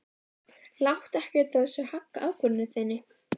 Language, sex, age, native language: Icelandic, female, 12, Icelandic